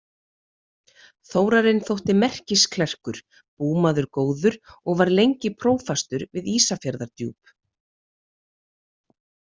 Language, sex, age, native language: Icelandic, female, 30-39, Icelandic